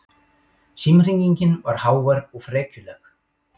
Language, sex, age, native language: Icelandic, male, 18-19, Icelandic